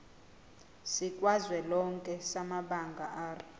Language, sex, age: Zulu, female, 20